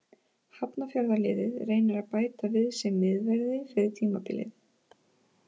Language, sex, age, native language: Icelandic, female, 30-39, Icelandic